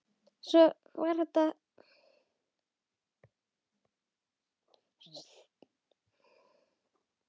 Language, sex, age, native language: Icelandic, female, 10, Icelandic